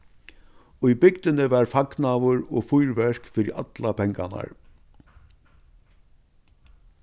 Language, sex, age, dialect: Faroese, male, 61+, Vágar